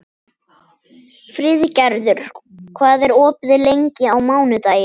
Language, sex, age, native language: Icelandic, female, 10, Icelandic